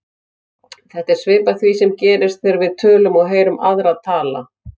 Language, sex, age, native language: Icelandic, female, 50-59, Icelandic